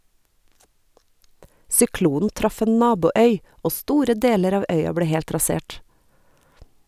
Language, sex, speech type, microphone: Norwegian, female, read, Sennheiser